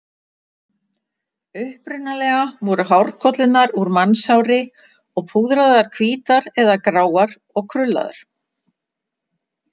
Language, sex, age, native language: Icelandic, female, 60-69, Icelandic